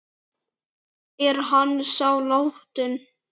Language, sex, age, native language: Icelandic, male, 9, Icelandic